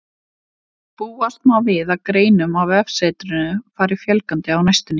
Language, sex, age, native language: Icelandic, female, 30-39, Icelandic